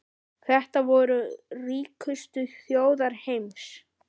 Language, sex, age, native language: Icelandic, female, 9, Icelandic